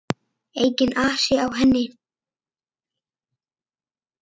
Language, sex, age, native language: Icelandic, female, 8, Icelandic